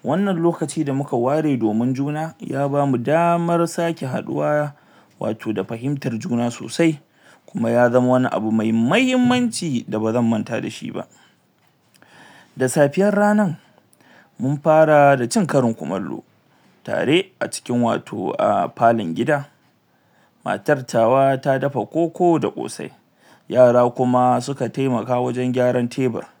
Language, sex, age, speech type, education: Hausa, male, 60+, spontaneous, tertiary